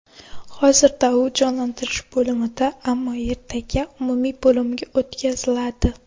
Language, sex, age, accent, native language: Uzbek, female, under 19, Xorazm, Uzbek